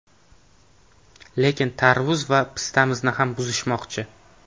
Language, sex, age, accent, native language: Uzbek, male, 18-24, Navoiy, Uzbek